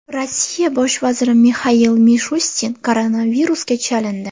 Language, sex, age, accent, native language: Uzbek, female, under 19, Sirdaryo, Uzbek